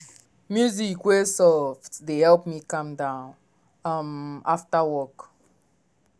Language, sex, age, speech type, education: Nigerian Pidgin, male, 15-29, spontaneous, tertiary